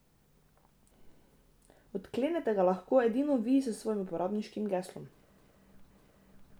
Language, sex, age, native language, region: Slovenian, female, 18-29, Slovenian, Drava region